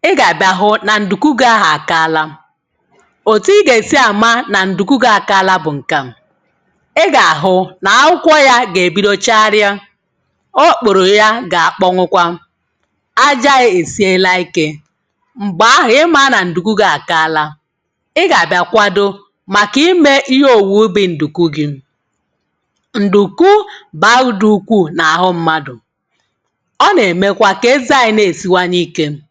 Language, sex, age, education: Igbo, female, 30-45, tertiary